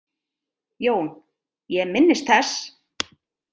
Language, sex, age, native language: Icelandic, female, 30-39, Icelandic